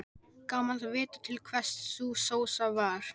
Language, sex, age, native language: Icelandic, male, 12, Icelandic